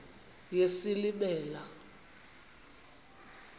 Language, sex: Xhosa, female